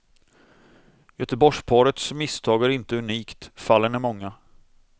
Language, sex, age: Swedish, male, 26